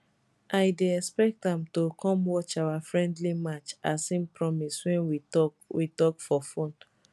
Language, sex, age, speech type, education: Nigerian Pidgin, female, 15-29, spontaneous, tertiary